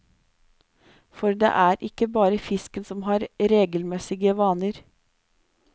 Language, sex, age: Norwegian, female, 26